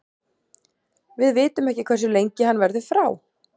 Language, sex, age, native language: Icelandic, female, 40-49, Icelandic